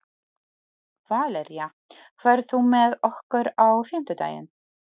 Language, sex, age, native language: Icelandic, female, 40-49, Polish